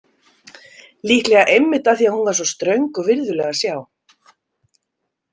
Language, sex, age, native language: Icelandic, female, 50-59, Icelandic